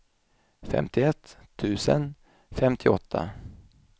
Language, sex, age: Swedish, male, 27